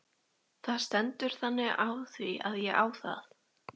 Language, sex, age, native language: Icelandic, female, 13, Icelandic